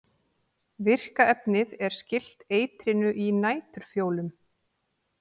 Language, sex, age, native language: Icelandic, female, 40-49, Icelandic